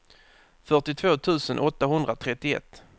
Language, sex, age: Swedish, male, 30